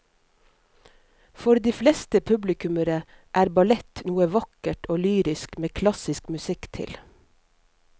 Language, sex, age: Norwegian, female, 50